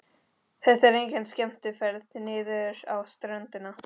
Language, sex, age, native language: Icelandic, female, 13, Spanish